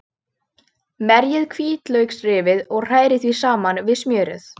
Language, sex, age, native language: Icelandic, female, 13, Icelandic